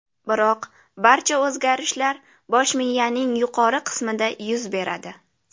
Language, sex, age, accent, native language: Uzbek, female, under 19, Jizzax, Uzbek